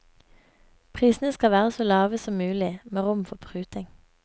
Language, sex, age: Norwegian, female, 24